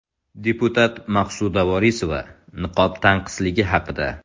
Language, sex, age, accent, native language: Uzbek, male, 18-24, Samarqand, Uzbek